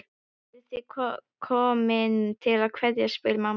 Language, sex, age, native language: Icelandic, male, 12, Icelandic